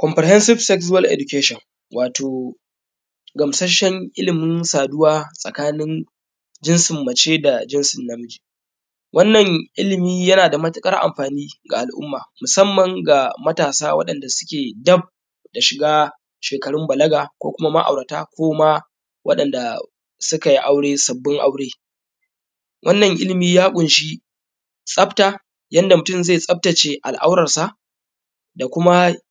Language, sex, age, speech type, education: Hausa, male, 15-29, spontaneous, tertiary